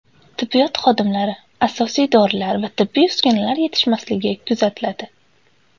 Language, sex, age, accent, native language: Uzbek, female, 18-24, Andijon, Uzbek